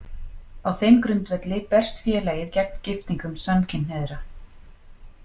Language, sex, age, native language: Icelandic, female, 40-49, Icelandic